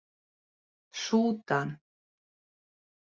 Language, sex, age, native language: Icelandic, female, 40-49, Icelandic